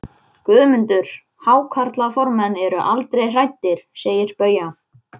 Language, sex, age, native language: Icelandic, male, 11, Icelandic